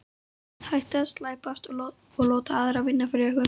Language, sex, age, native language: Icelandic, female, 12, Icelandic